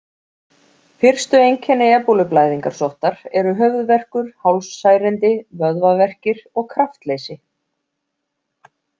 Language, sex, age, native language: Icelandic, female, 40-49, Icelandic